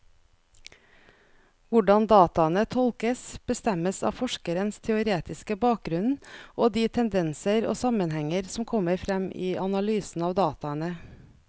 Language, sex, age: Norwegian, female, 41